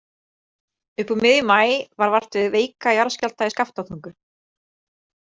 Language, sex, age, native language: Icelandic, female, 30-39, Icelandic